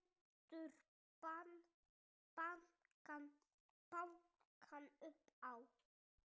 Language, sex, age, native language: Icelandic, male, 6, Icelandic